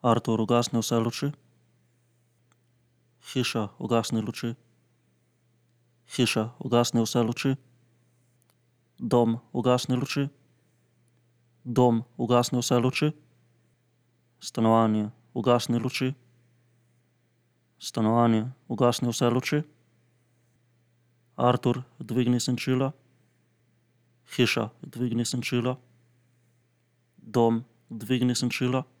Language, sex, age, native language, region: Slovenian, male, 30-49, Slovenian, Central Slovenia